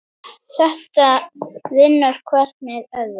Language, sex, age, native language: Icelandic, female, 9, Icelandic